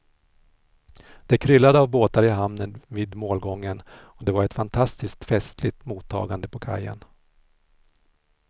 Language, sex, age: Swedish, male, 46